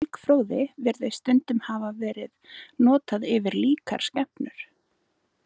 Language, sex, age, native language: Icelandic, female, 20-29, Icelandic